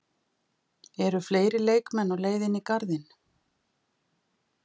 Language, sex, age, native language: Icelandic, female, 50-59, Icelandic